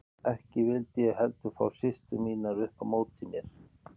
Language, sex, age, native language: Icelandic, male, 50-59, Icelandic